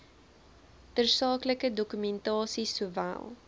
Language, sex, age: Afrikaans, female, 20